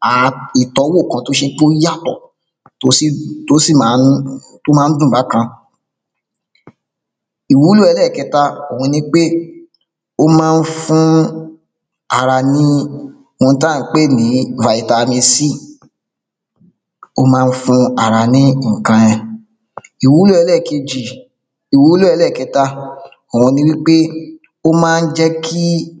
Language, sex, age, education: Yoruba, male, 30-45, secondary